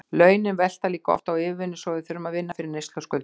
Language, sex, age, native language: Icelandic, female, 60-69, Icelandic